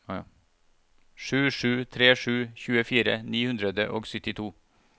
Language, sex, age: Norwegian, male, 41